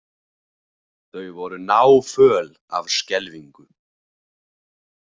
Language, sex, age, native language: Icelandic, male, 40-49, Icelandic